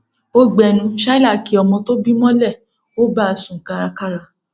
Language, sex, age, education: Yoruba, female, 30-45, tertiary